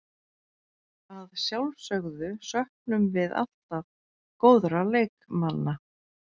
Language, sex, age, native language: Icelandic, female, 40-49, Icelandic